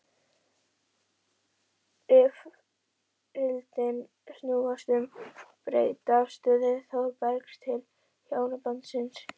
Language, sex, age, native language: Icelandic, female, 11, Icelandic